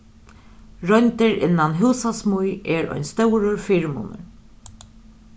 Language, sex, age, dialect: Faroese, female, 36-60, Norðurstreymoy/Eysturoy